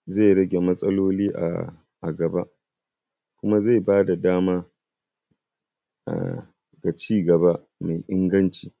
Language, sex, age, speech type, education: Hausa, male, 15-29, spontaneous, primary